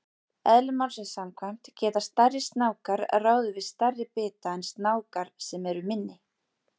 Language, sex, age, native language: Icelandic, female, 40-49, Icelandic